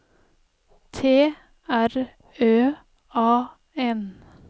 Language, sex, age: Norwegian, female, 30